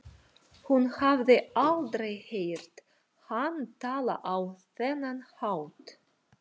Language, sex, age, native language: Icelandic, female, 40-49, Russian